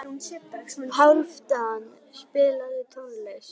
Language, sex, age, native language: Icelandic, female, 11, Icelandic